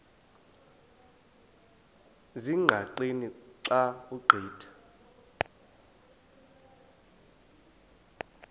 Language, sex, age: Xhosa, male, 20